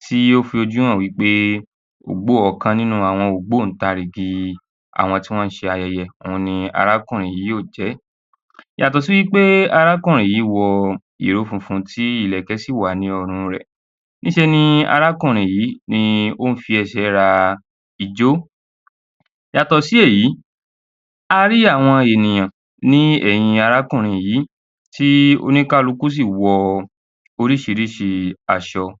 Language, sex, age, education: Yoruba, male, 15-29, tertiary